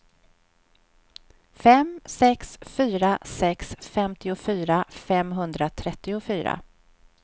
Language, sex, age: Swedish, female, 46